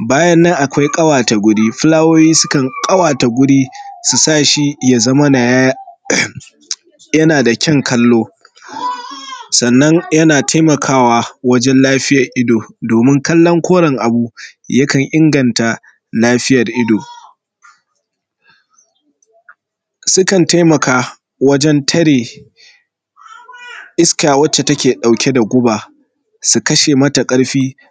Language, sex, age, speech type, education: Hausa, male, 15-29, spontaneous, tertiary